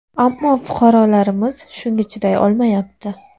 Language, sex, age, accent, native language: Uzbek, female, 19-29, Andijon, Uzbek